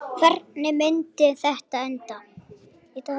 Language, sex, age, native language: Icelandic, male, 8, Icelandic